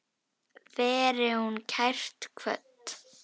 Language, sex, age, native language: Icelandic, female, 10, Icelandic